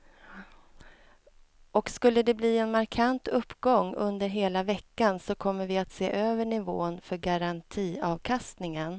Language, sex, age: Swedish, female, 37